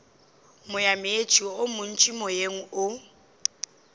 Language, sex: Northern Sotho, female